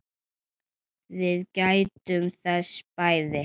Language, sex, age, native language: Icelandic, male, 7, Icelandic